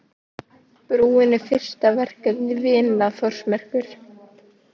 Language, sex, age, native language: Icelandic, female, 18-19, Icelandic